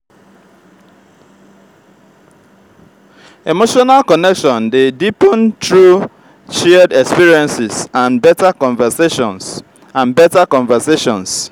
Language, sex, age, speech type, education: Nigerian Pidgin, male, 30-45, spontaneous, tertiary